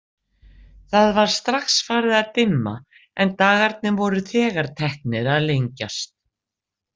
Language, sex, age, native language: Icelandic, female, 60-69, Icelandic